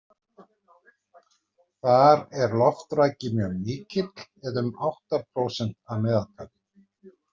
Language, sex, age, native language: Icelandic, male, 60-69, Icelandic